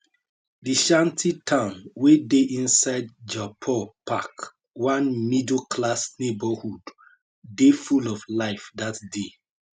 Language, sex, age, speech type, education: Nigerian Pidgin, male, 30-45, spontaneous, tertiary